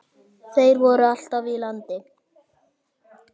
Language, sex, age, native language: Icelandic, male, 9, Icelandic